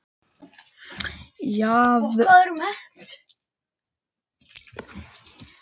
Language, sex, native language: Icelandic, male, Icelandic